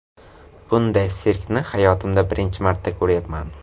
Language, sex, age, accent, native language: Uzbek, male, 18-24, Navoiy, Uzbek